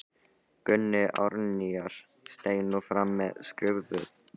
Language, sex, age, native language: Icelandic, male, 13, Icelandic